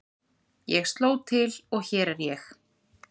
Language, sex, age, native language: Icelandic, female, 30-39, Icelandic